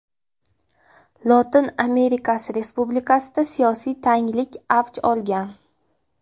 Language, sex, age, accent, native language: Uzbek, female, 18-24, Buxoro, Uzbek